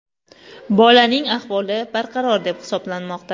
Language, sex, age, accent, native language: Uzbek, female, 18-24, Qoraqalpog'iston, Uzbek